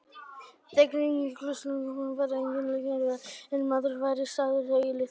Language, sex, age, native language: Icelandic, male, 18-19, Icelandic